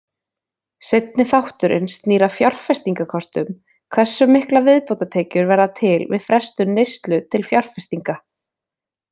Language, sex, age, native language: Icelandic, female, 20-29, Icelandic